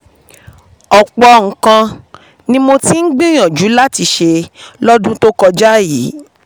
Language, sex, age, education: Yoruba, female, 30-45, tertiary